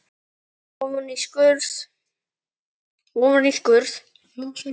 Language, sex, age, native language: Icelandic, male, 9, Icelandic